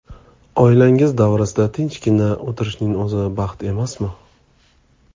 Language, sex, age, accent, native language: Uzbek, male, 25-34, Toshkent viloyati, Uzbek